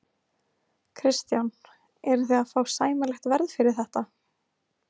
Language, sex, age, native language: Icelandic, female, 20-29, Icelandic